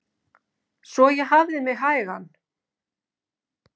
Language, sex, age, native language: Icelandic, female, 50-59, Icelandic